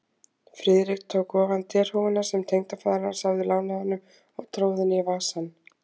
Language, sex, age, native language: Icelandic, female, 20-29, Icelandic